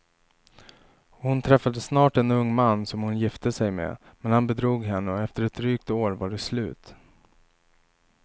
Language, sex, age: Swedish, male, 27